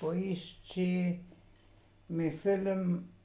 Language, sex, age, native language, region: Slovenian, female, 60+, Slovenian, Savinja region